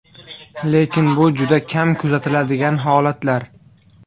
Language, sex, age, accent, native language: Uzbek, male, 18-24, Samarqand, Uzbek